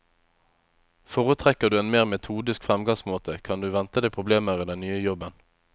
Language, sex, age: Norwegian, male, 25